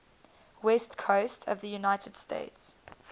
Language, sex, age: English, female, 19